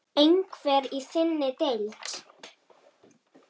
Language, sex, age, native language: Icelandic, female, 8, Icelandic